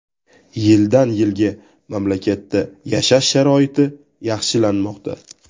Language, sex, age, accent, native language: Uzbek, male, 18-24, Toshkent viloyati, Uzbek